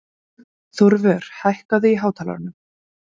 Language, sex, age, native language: Icelandic, female, 20-29, Icelandic